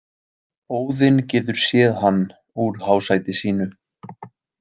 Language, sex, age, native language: Icelandic, male, 20-29, Icelandic